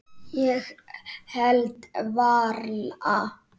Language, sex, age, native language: Icelandic, male, 8, Icelandic